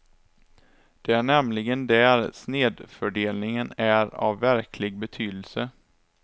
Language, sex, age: Swedish, male, 27